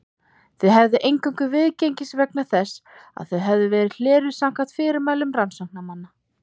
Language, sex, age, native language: Icelandic, female, 30-39, Icelandic